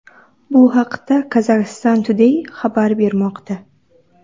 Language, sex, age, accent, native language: Uzbek, female, 12-17, Qoraqalpog'iston, Uzbek